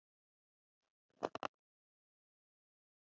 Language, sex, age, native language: Icelandic, female, 50-59, Icelandic